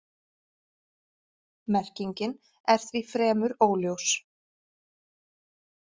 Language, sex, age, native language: Icelandic, female, 40-49, Icelandic